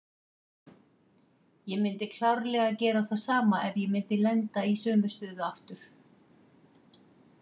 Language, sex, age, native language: Icelandic, female, 50-59, Icelandic